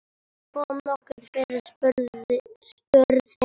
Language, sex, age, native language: Icelandic, male, 10, Icelandic